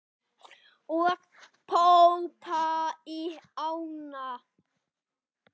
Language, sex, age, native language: Icelandic, male, 8, Icelandic